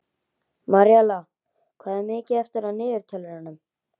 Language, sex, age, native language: Icelandic, male, 11, Icelandic